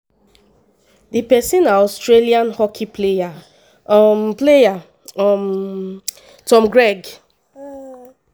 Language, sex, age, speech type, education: Nigerian Pidgin, female, 15-29, spontaneous, tertiary